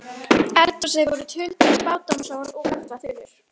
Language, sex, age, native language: Icelandic, female, 13, Icelandic